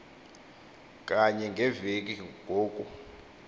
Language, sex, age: Xhosa, male, 24